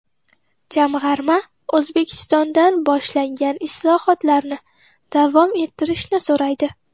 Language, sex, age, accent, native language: Uzbek, female, 12-17, Qoraqalpog'iston, Uzbek